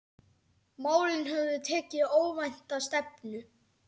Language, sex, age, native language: Icelandic, male, 10, Icelandic